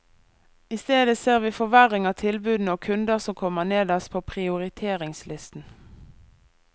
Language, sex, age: Norwegian, female, 24